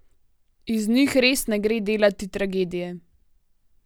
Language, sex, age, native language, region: Slovenian, female, 18-29, Slovenian, Gorenjska region